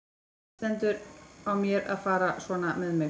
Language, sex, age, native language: Icelandic, female, 14, Icelandic